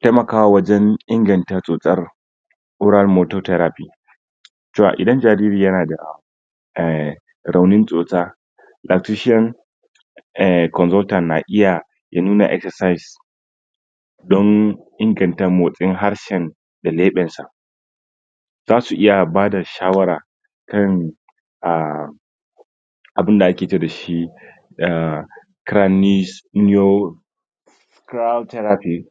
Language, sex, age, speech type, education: Hausa, male, 30-45, spontaneous, tertiary